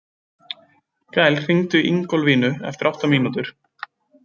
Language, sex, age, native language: Icelandic, male, 20-29, Icelandic